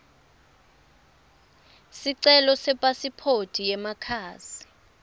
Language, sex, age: Swati, female, 24